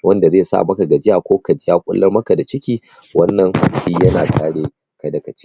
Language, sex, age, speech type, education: Hausa, male, 30-45, spontaneous, tertiary